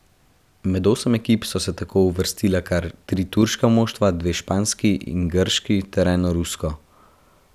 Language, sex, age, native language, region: Slovenian, male, 12-17, Slovenian, Central Slovenia